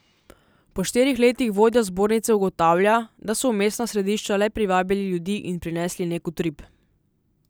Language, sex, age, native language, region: Slovenian, female, 18-29, Slovenian, Southeast Slovenia